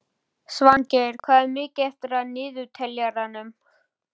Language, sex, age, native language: Icelandic, male, 11, Icelandic